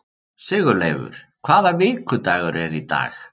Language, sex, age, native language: Icelandic, male, 30-39, Icelandic